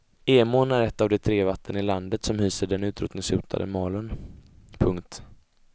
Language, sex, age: Swedish, male, 20